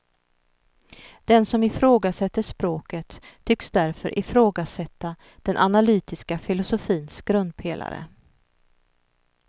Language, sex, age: Swedish, female, 39